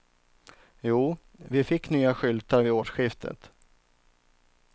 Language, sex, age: Swedish, male, 39